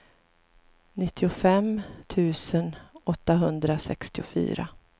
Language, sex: Swedish, female